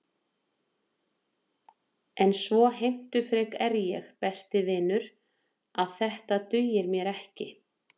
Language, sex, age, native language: Icelandic, female, 40-49, Icelandic